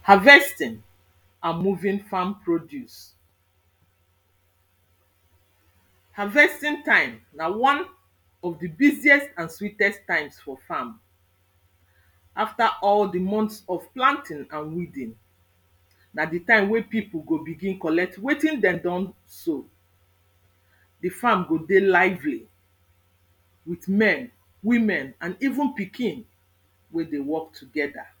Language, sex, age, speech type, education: Nigerian Pidgin, female, 46-60, spontaneous, secondary